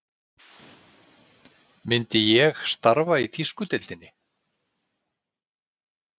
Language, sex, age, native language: Icelandic, male, 60-69, Icelandic